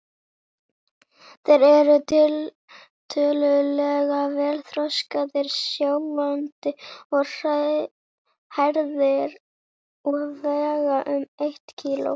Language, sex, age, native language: Icelandic, female, 18-19, Icelandic